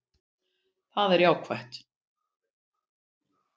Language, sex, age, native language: Icelandic, female, 50-59, Icelandic